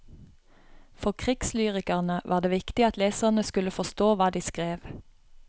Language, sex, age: Norwegian, female, 31